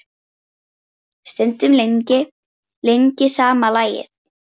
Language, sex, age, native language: Icelandic, female, 10, Icelandic